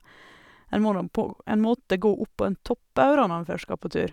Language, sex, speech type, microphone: Norwegian, female, spontaneous, Sennheiser